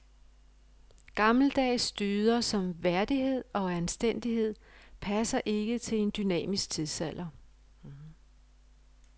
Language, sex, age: Danish, female, 55